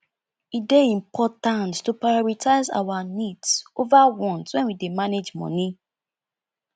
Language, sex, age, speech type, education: Nigerian Pidgin, female, 15-29, spontaneous, tertiary